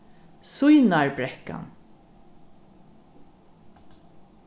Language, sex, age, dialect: Faroese, female, 36-60, Norðurstreymoy/Eysturoy